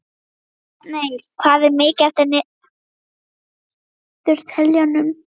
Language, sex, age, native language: Icelandic, female, 12, Icelandic